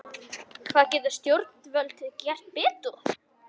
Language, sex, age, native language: Icelandic, male, 11, Icelandic